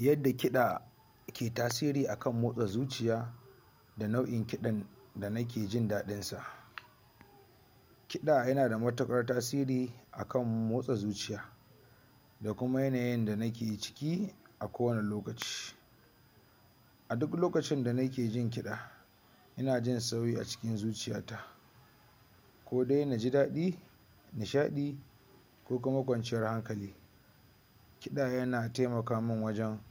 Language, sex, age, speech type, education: Hausa, male, 60+, spontaneous, tertiary